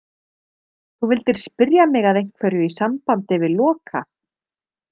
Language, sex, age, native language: Icelandic, female, 30-39, Icelandic